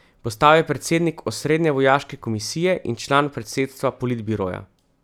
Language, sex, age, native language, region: Slovenian, male, 30-49, Slovenian, Central Slovenia